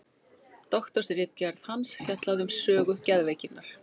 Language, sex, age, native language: Icelandic, female, 40-49, Icelandic